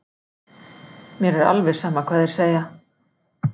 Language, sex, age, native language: Icelandic, female, 60-69, Icelandic